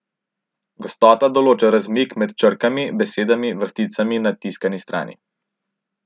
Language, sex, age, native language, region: Slovenian, male, 18-29, Slovenian, Central Slovenia